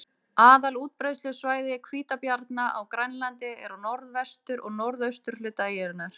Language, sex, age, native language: Icelandic, female, 30-39, Icelandic